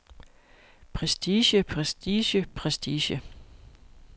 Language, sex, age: Danish, female, 41